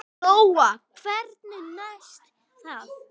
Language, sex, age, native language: Icelandic, male, 10, Icelandic